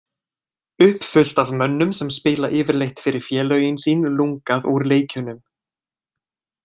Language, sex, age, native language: Icelandic, male, 20-29, Icelandic